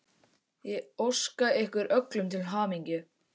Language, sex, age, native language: Icelandic, male, 18-19, Icelandic